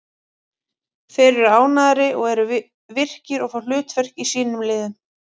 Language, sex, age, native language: Icelandic, female, 40-49, Icelandic